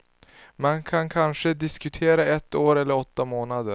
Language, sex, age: Swedish, male, 19